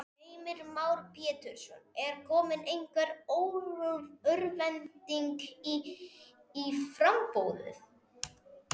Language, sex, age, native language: Icelandic, male, 40-49, Spanish